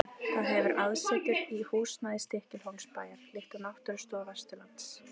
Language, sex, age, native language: Icelandic, female, 30-39, Icelandic